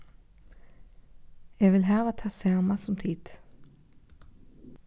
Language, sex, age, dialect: Faroese, female, 15-35, Norðurstreymoy/Eysturoy